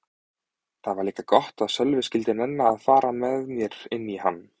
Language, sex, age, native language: Icelandic, male, 20-29, Icelandic